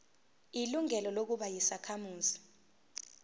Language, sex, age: Zulu, female, 19